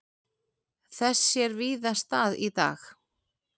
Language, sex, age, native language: Icelandic, female, 40-49, Icelandic